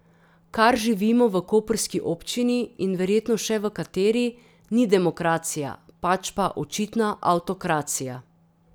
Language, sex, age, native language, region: Slovenian, female, 30-49, Slovenian, Drava region